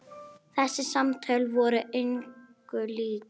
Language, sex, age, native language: Icelandic, female, 8, Icelandic